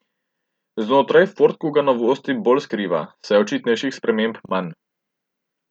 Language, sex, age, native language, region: Slovenian, male, 18-29, Slovenian, Central Slovenia